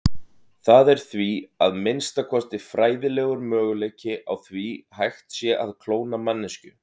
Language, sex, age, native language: Icelandic, male, 30-39, Icelandic